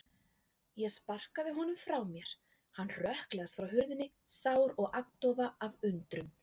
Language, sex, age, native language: Icelandic, female, 20-29, Icelandic